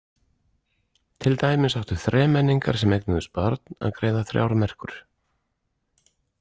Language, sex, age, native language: Icelandic, male, 40-49, Icelandic